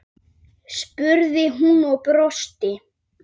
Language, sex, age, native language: Icelandic, male, 8, Icelandic